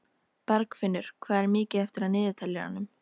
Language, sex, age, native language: Icelandic, female, 13, Icelandic